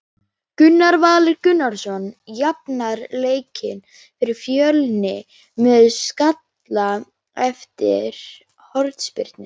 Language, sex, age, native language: Icelandic, female, 18-19, Icelandic